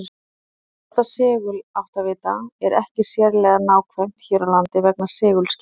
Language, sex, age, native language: Icelandic, female, 30-39, Icelandic